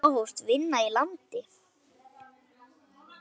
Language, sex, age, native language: Icelandic, male, 9, Icelandic